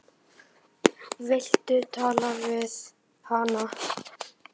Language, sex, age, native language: Icelandic, male, 9, Icelandic